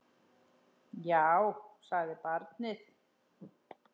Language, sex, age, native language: Icelandic, female, 10, Icelandic